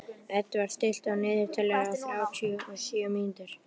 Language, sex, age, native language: Icelandic, male, 11, Icelandic